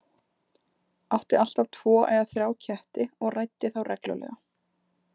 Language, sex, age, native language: Icelandic, female, 20-29, Icelandic